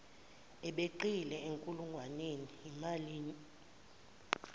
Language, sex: Zulu, female